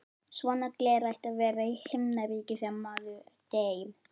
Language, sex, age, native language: Icelandic, female, 11, Icelandic